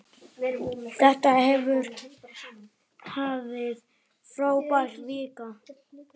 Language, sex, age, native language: Icelandic, male, 9, Icelandic